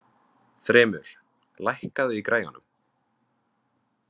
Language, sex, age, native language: Icelandic, male, 20-29, Vietnamese